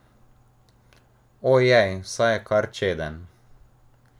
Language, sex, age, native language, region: Slovenian, male, 18-29, Slovenian, Drava region